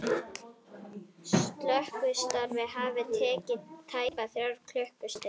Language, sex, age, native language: Icelandic, female, 40-49, Icelandic